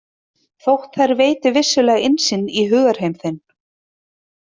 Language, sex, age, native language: Icelandic, female, 30-39, Icelandic